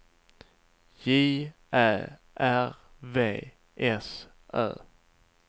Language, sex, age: Swedish, male, 27